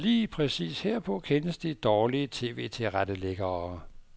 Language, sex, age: Danish, male, 59